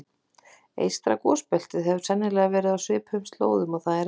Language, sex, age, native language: Icelandic, female, 40-49, Icelandic